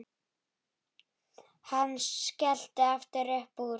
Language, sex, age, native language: Icelandic, male, 9, Icelandic